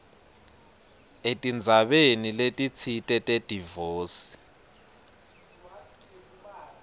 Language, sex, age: Swati, male, 20